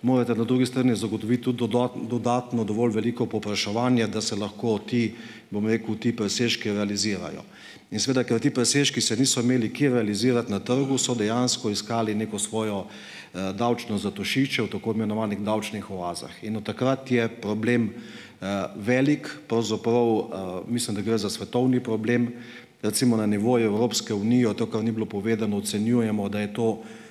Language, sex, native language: Slovenian, male, Slovenian